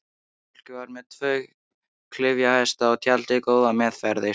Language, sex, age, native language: Icelandic, male, 13, Icelandic